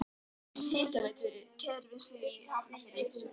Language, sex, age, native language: Icelandic, female, 11, Icelandic